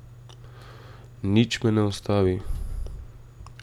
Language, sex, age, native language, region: Slovenian, male, 18-29, Slovenian, Drava region